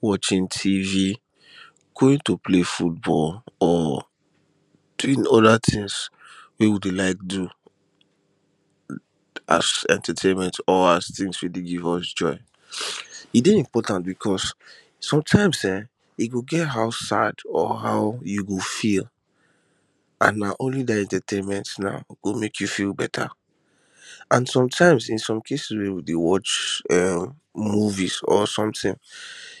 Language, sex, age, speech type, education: Nigerian Pidgin, male, 15-29, spontaneous, tertiary